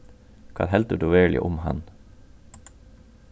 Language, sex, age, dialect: Faroese, male, 36-60, Norðurstreymoy/Eysturoy